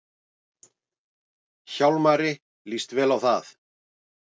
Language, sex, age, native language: Icelandic, male, 40-49, Icelandic